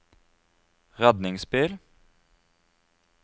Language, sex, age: Norwegian, male, 33